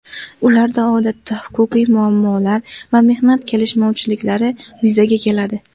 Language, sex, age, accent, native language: Uzbek, female, 18-24, Andijon, Uzbek